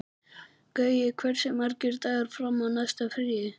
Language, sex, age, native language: Icelandic, male, 11, Icelandic